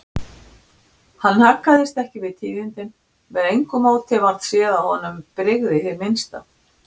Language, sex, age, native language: Icelandic, female, 60-69, Icelandic